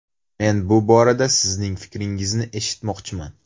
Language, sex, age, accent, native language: Uzbek, male, 18-24, Surxondaryo, Uzbek